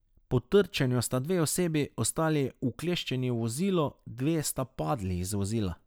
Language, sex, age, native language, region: Slovenian, male, 30-49, Slovenian, Drava region